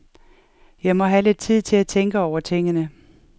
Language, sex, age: Danish, female, 47